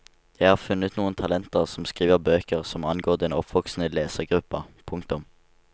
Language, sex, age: Norwegian, male, 19